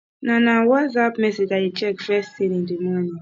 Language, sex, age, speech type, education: Nigerian Pidgin, female, 15-29, spontaneous, tertiary